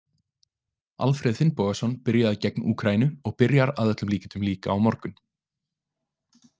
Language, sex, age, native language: Icelandic, male, 20-29, Icelandic